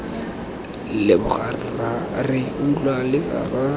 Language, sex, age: Tswana, male, 18